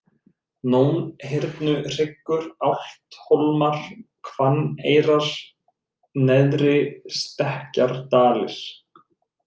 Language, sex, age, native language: Icelandic, male, 30-39, Icelandic